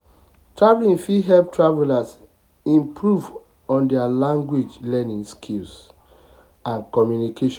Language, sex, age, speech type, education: Nigerian Pidgin, male, 30-45, spontaneous, tertiary